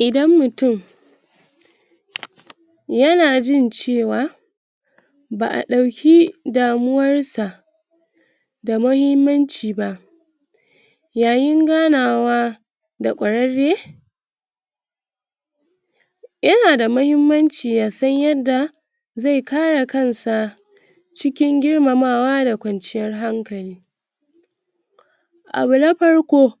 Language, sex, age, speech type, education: Hausa, female, 60+, spontaneous, tertiary